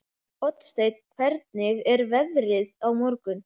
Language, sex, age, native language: Icelandic, male, 11, Icelandic